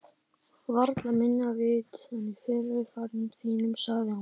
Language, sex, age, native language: Icelandic, male, 12, Icelandic